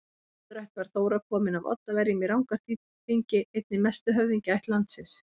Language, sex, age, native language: Icelandic, female, 50-59, Icelandic